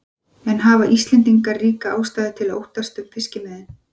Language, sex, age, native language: Icelandic, female, 40-49, Icelandic